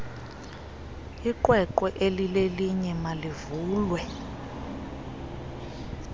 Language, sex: Xhosa, female